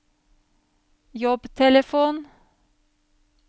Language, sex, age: Norwegian, female, 35